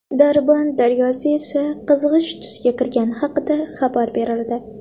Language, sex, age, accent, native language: Uzbek, female, under 19, Toshkent shahri, Uzbek